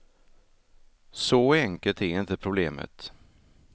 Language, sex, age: Swedish, male, 33